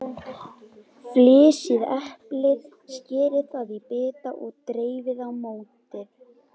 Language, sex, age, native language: Icelandic, female, 11, Icelandic